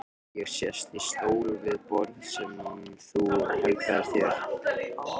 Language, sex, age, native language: Icelandic, male, 13, Icelandic